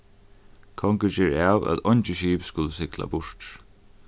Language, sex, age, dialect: Faroese, male, 15-35, Norðuroyggjar